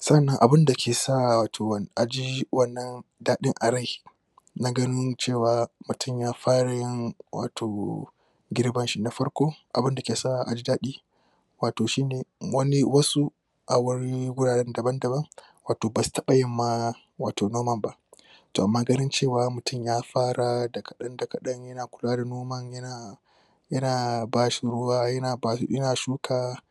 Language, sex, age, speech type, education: Hausa, male, 15-29, spontaneous, tertiary